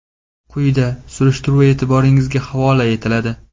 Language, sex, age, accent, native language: Uzbek, male, 18-24, Namangan, Uzbek